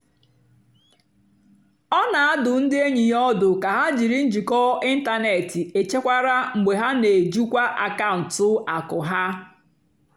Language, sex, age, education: Igbo, female, 46-60, tertiary